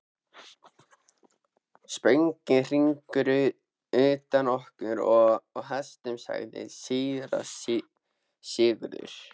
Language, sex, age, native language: Icelandic, male, 13, Icelandic